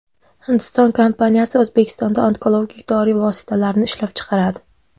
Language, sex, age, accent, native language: Uzbek, female, 19-29, Jizzax, Uzbek